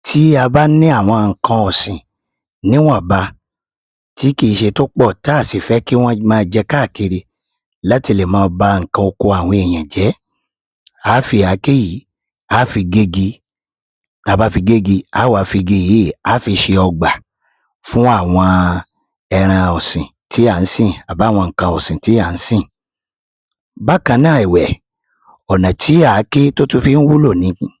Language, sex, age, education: Yoruba, male, 30-45, tertiary